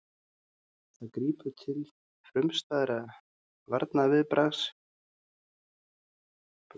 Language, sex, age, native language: Icelandic, male, 30-39, Icelandic